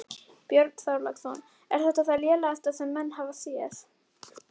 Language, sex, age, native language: Icelandic, female, 11, Icelandic